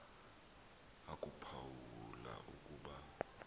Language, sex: Xhosa, male